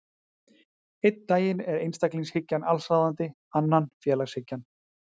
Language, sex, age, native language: Icelandic, male, 40-49, Icelandic